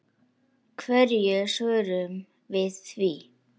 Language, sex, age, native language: Icelandic, male, 8, Icelandic